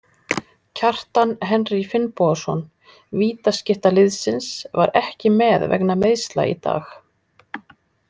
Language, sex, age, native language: Icelandic, female, 50-59, Icelandic